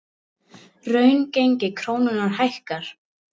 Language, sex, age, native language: Icelandic, female, 18-19, Icelandic